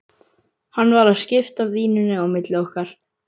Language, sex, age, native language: Icelandic, male, 11, Icelandic